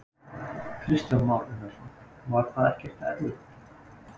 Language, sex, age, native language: Icelandic, male, 20-29, Icelandic